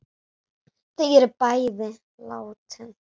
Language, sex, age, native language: Icelandic, female, 9, Icelandic